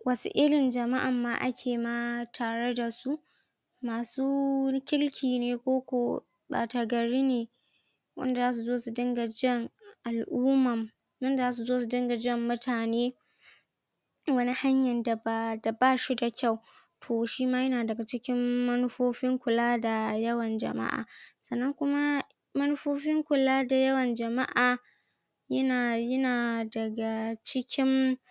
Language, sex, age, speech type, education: Hausa, female, 15-29, spontaneous, tertiary